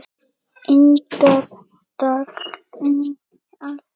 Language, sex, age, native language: Icelandic, female, 8, Icelandic